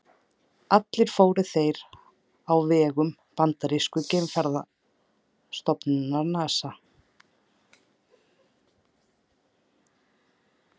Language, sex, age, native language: Icelandic, female, 30-39, Icelandic